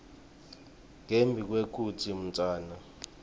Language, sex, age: Swati, male, 23